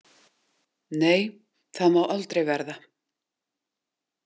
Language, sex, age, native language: Icelandic, female, 40-49, Icelandic